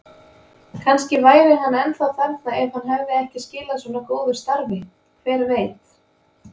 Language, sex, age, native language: Icelandic, female, 20-29, Icelandic